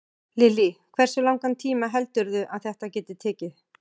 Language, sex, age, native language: Icelandic, female, 40-49, Icelandic